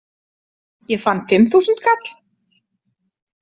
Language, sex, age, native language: Icelandic, female, 30-39, Icelandic